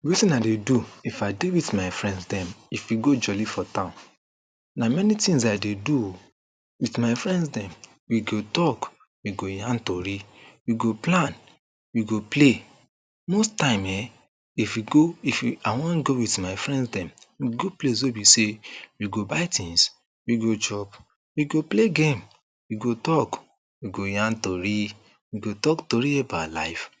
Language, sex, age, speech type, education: Nigerian Pidgin, male, 30-45, spontaneous, tertiary